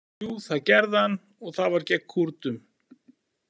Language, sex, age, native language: Icelandic, male, 40-49, Icelandic